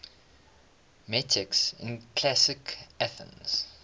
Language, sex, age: English, male, 21